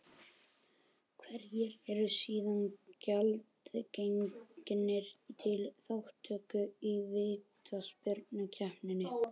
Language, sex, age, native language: Icelandic, male, 12, Icelandic